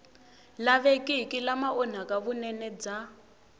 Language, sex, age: Tsonga, female, 18